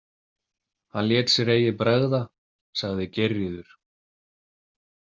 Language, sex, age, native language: Icelandic, male, 30-39, Icelandic